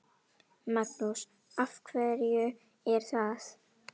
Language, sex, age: Icelandic, female, 10